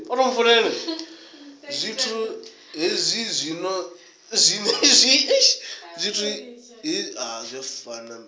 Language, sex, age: Venda, male, 20